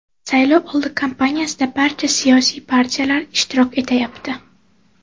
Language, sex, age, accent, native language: Uzbek, female, 18-24, Toshkent viloyati, Uzbek